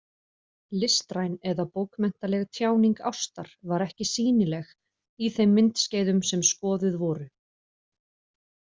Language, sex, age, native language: Icelandic, female, 40-49, Icelandic